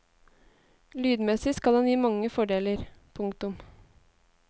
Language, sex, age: Norwegian, female, 18